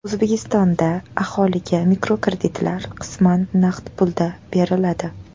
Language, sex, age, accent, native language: Uzbek, female, 18-24, Namangan, Uzbek